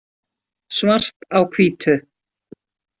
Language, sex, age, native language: Icelandic, female, 60-69, Icelandic